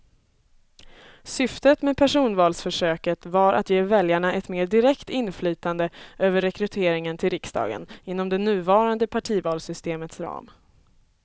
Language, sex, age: Swedish, female, 24